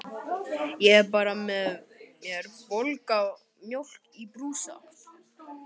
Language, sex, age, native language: Icelandic, male, 12, Icelandic